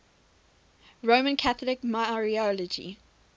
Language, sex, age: English, female, 21